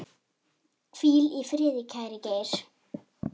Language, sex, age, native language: Icelandic, female, 10, Icelandic